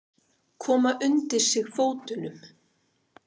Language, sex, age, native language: Icelandic, female, 50-59, Icelandic